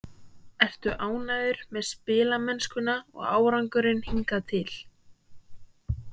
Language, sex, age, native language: Icelandic, female, 18-19, Icelandic